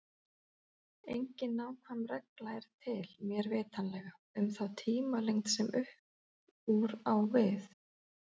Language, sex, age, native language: Icelandic, female, 40-49, Icelandic